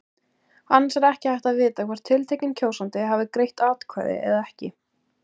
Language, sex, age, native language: Icelandic, female, 18-19, Icelandic